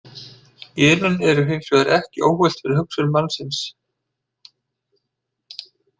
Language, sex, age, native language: Icelandic, male, 60-69, Icelandic